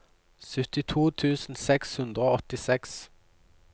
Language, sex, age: Norwegian, male, 29